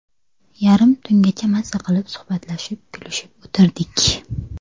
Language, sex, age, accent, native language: Uzbek, female, 18-24, Navoiy, Uzbek